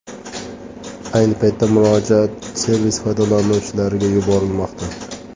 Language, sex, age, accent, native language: Uzbek, male, 25-34, Samarqand, Uzbek